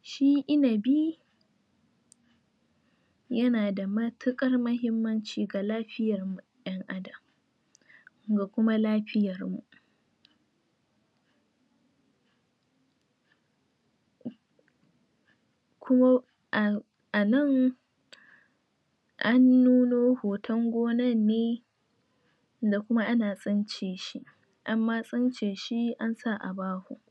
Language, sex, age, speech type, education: Hausa, female, 15-29, spontaneous, tertiary